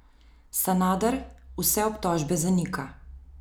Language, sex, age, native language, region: Slovenian, female, 30-49, Slovenian, Central Slovenia